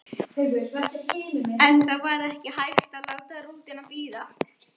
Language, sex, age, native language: Icelandic, male, 11, Icelandic